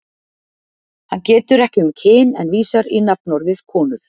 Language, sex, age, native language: Icelandic, female, 50-59, Icelandic